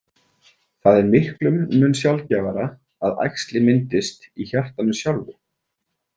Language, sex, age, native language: Icelandic, male, 40-49, Icelandic